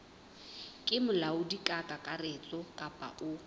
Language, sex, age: Southern Sotho, female, 20